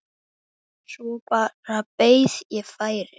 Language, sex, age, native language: Icelandic, male, 8, Icelandic